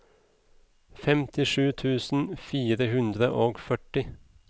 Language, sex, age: Norwegian, male, 37